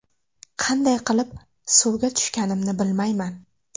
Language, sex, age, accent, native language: Uzbek, female, 18-24, Navoiy, Uzbek